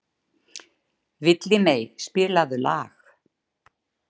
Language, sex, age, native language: Icelandic, female, 60-69, Icelandic